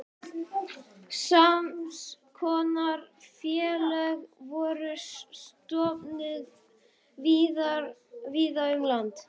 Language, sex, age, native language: Icelandic, male, 12, Icelandic